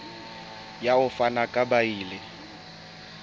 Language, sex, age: Southern Sotho, male, 21